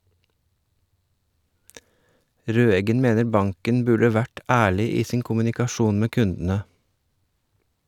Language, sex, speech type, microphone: Norwegian, male, read, Shure